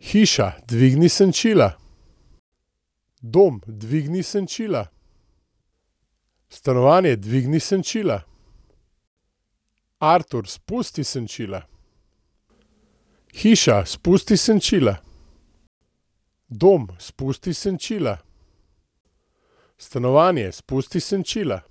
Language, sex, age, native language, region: Slovenian, male, 30-49, Slovenian, Gorenjska region